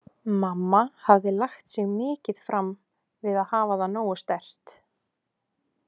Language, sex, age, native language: Icelandic, female, 18-19, Icelandic